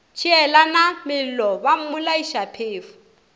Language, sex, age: Northern Sotho, female, 27